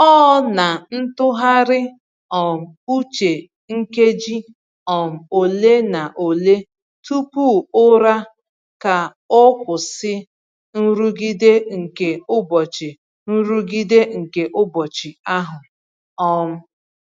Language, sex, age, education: Igbo, female, 15-29, tertiary